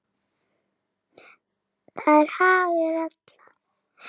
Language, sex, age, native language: Icelandic, female, 6, Icelandic